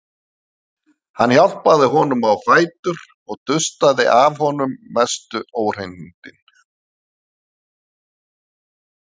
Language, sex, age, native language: Icelandic, male, 50-59, Icelandic